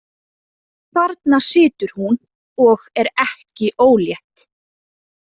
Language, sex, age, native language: Icelandic, female, 20-29, Icelandic